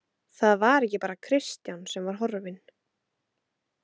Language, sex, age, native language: Icelandic, female, 18-19, Icelandic